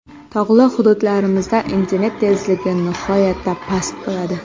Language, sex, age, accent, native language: Uzbek, female, 18-24, Qoraqalpog'iston, Karakalpak